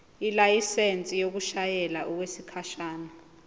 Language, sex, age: Zulu, female, 20